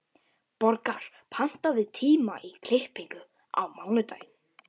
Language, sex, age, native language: Icelandic, female, 12, Icelandic